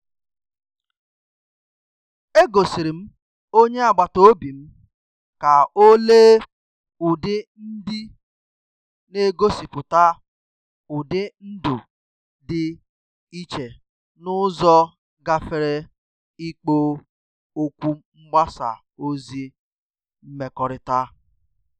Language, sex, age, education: Igbo, male, 30-45, tertiary